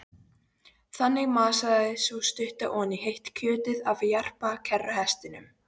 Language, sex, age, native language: Icelandic, female, 13, Polish